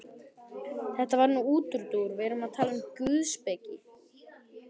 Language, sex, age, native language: Icelandic, male, 12, Icelandic